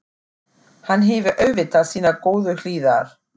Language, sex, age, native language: Icelandic, female, 40-49, German